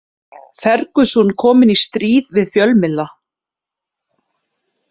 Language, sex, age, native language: Icelandic, female, 30-39, Icelandic